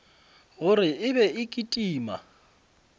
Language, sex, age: Northern Sotho, male, 26